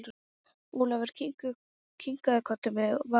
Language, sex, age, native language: Icelandic, female, 10, Icelandic